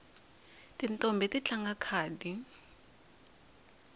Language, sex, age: Tsonga, female, 20